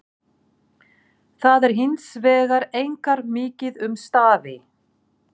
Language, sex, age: Icelandic, female, 40-49